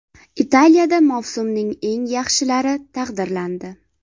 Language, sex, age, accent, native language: Uzbek, female, 18-24, Farg'ona, Uzbek